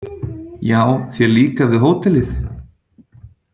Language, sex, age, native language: Icelandic, male, 30-39, Icelandic